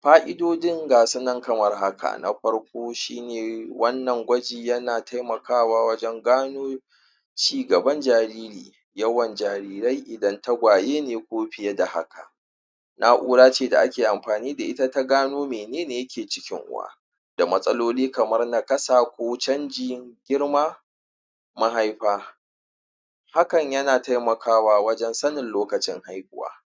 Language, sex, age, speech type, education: Hausa, male, 30-45, spontaneous, tertiary